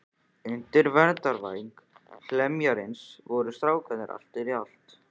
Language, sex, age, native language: Icelandic, female, 14, Icelandic